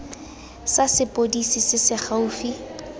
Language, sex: Tswana, female